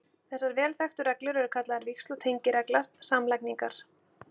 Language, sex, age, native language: Icelandic, female, 40-49, Icelandic